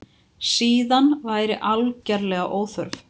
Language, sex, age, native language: Icelandic, female, 50-59, Icelandic